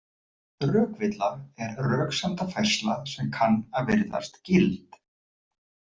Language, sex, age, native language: Icelandic, male, 40-49, Icelandic